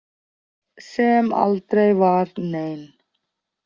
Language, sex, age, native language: Icelandic, female, 40-49, Icelandic